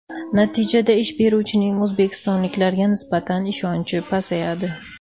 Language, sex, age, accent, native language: Uzbek, female, 19-29, Toshkent shahri, Uzbek